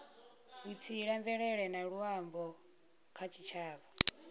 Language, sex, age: Venda, female, 39